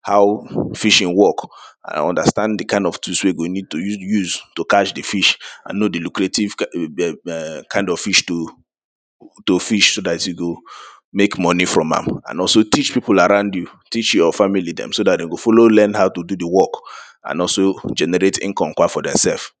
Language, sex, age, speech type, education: Nigerian Pidgin, male, 30-45, spontaneous, secondary